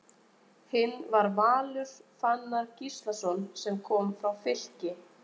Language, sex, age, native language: Icelandic, female, 20-29, Icelandic